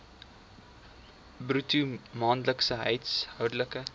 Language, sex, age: Afrikaans, male, 20